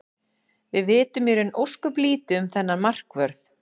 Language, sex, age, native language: Icelandic, female, 40-49, Icelandic